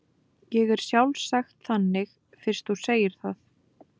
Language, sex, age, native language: Icelandic, female, 20-29, Icelandic